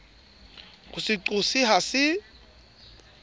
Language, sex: Southern Sotho, male